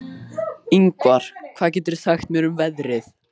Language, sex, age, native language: Icelandic, male, 13, Icelandic